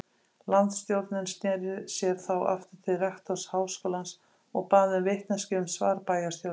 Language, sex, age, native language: Icelandic, female, 50-59, Icelandic